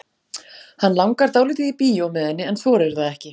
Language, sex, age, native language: Icelandic, female, 40-49, Icelandic